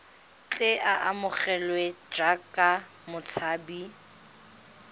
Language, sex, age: Tswana, female, 19